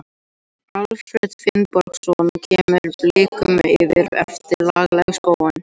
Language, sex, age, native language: Icelandic, other, 18-19, Icelandic